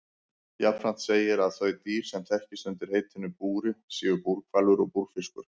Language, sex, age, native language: Icelandic, male, 50-59, Icelandic